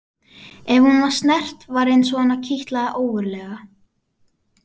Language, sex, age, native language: Icelandic, female, 12, Icelandic